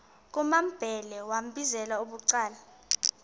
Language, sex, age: Xhosa, female, 22